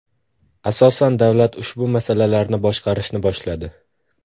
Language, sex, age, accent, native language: Uzbek, male, under 19, Farg'ona, Uzbek